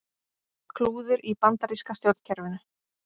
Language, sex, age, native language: Icelandic, female, 40-49, Icelandic